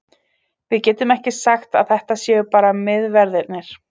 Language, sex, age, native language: Icelandic, female, 30-39, Icelandic